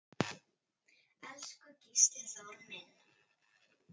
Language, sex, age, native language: Icelandic, female, 10, Icelandic